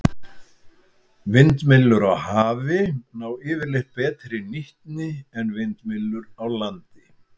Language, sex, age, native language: Icelandic, male, 70-79, Icelandic